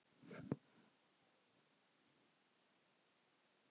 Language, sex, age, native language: Icelandic, male, 9, Icelandic